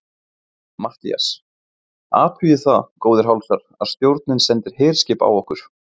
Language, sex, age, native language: Icelandic, male, 20-29, Icelandic